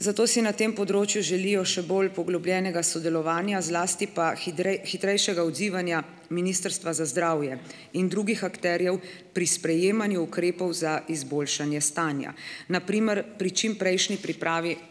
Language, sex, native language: Slovenian, female, Slovenian